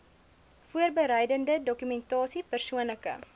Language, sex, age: Afrikaans, female, 20